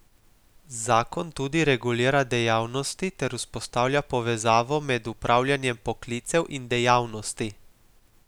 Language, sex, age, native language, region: Slovenian, male, 18-29, Slovenian, Gorica region